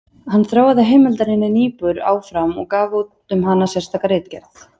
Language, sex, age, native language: Icelandic, female, 20-29, Icelandic